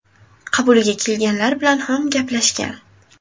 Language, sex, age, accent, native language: Uzbek, female, 18-24, Buxoro, Uzbek